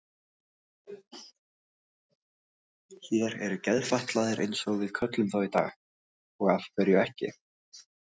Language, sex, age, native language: Icelandic, other, 18-19, Icelandic